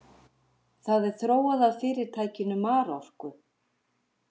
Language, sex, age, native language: Icelandic, female, 50-59, Icelandic